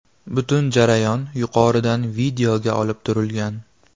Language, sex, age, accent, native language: Uzbek, male, 18-24, Farg'ona, Uzbek